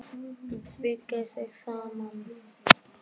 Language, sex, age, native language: Icelandic, male, 10, Icelandic